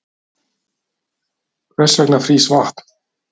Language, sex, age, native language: Icelandic, male, 50-59, Icelandic